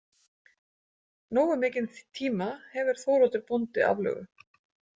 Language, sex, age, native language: Icelandic, female, 40-49, Icelandic